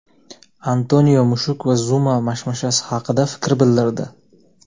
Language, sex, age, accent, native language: Uzbek, male, 25-34, Jizzax, Uzbek